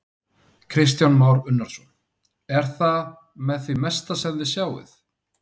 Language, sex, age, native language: Icelandic, male, 30-39, Icelandic